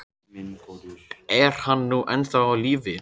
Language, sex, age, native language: Icelandic, male, 14, Icelandic